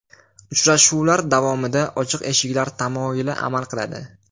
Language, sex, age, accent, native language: Uzbek, male, 18-24, Farg'ona, Uzbek